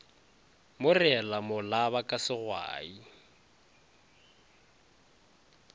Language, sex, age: Northern Sotho, male, 20